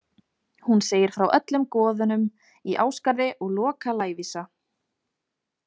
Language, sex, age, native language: Icelandic, female, 20-29, Icelandic